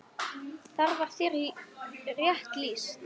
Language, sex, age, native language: Icelandic, male, 9, Icelandic